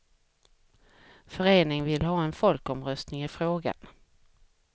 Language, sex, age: Swedish, female, 44